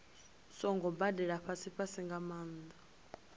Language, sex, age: Venda, female, 20